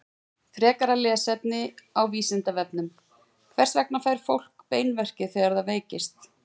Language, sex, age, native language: Icelandic, female, 40-49, Icelandic